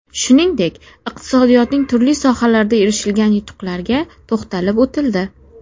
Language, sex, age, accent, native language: Uzbek, female, under 19, Namangan, Uzbek